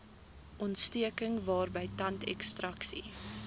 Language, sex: Afrikaans, female